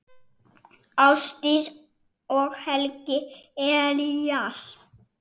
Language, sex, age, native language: Icelandic, male, 7, Icelandic